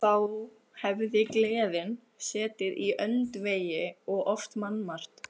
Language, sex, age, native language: Icelandic, female, 15, Icelandic